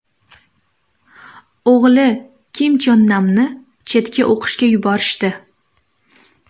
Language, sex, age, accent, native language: Uzbek, female, 18-24, Namangan, Uzbek